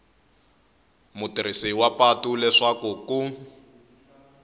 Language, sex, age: Tsonga, male, 21